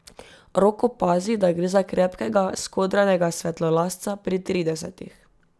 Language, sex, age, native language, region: Slovenian, female, 18-29, Slovenian, Drava region